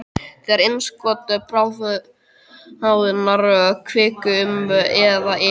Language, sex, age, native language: Icelandic, male, 12, Icelandic